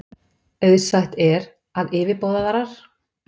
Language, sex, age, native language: Icelandic, female, 50-59, Icelandic